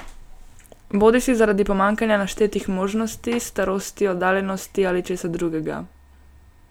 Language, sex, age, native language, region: Slovenian, female, 18-29, Slovenian, Gorenjska region